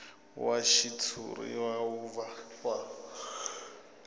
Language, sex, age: Tsonga, male, 26